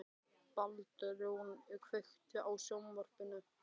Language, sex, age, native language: Icelandic, male, 12, Icelandic